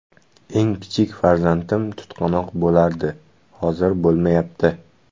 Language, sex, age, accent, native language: Uzbek, male, 18-24, Jizzax, Uzbek